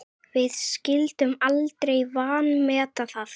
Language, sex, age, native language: Icelandic, female, 8, Icelandic